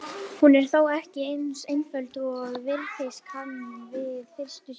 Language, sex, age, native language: Icelandic, female, 18-19, Icelandic